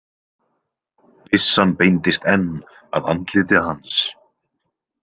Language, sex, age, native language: Icelandic, male, 20-29, Icelandic